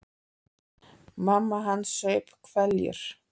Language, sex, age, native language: Icelandic, female, 30-39, Icelandic